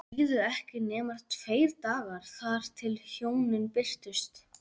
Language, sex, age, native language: Icelandic, male, 11, Icelandic